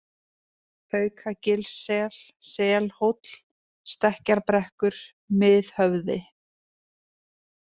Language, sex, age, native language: Icelandic, female, 20-29, Icelandic